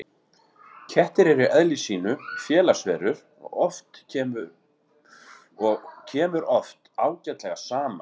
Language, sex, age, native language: Icelandic, male, 40-49, Icelandic